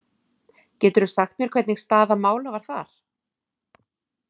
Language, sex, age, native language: Icelandic, female, 40-49, Icelandic